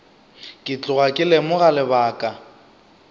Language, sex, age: Northern Sotho, male, 25